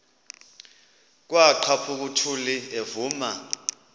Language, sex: Xhosa, male